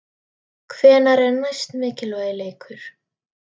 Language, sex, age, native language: Icelandic, female, 13, Icelandic